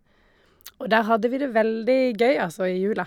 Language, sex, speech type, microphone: Norwegian, female, spontaneous, Shure